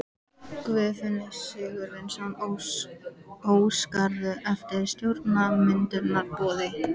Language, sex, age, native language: Icelandic, female, 14, Icelandic